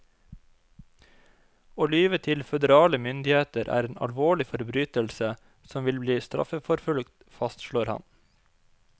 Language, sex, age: Norwegian, male, 25